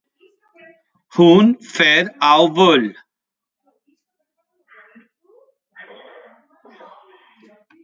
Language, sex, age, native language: Icelandic, male, 5, Spanish